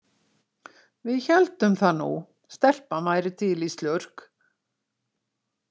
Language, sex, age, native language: Icelandic, female, 60-69, Icelandic